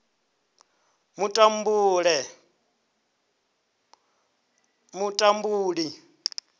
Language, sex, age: Venda, male, 23